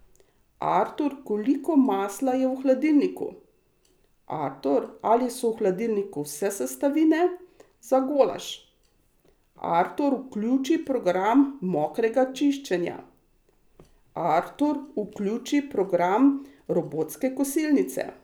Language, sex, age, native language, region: Slovenian, female, 60+, Slovenian, Savinja region